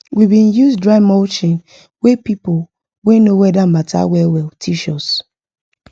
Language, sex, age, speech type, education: Nigerian Pidgin, female, 15-29, spontaneous, tertiary